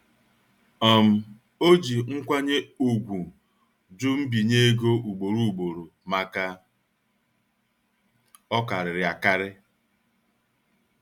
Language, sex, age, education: Igbo, male, 46-60, tertiary